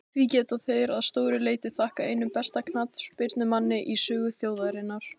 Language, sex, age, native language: Icelandic, female, 16, Icelandic